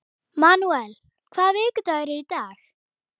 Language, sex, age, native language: Icelandic, female, 11, Icelandic